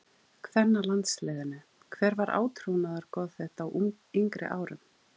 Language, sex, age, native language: Icelandic, female, 40-49, Icelandic